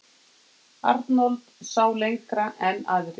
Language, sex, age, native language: Icelandic, female, 8, Icelandic